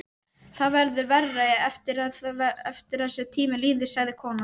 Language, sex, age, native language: Icelandic, female, 12, Icelandic